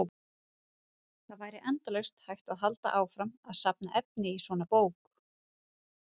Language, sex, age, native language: Icelandic, female, 30-39, Icelandic